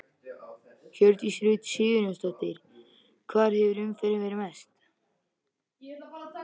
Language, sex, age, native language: Icelandic, male, 13, Icelandic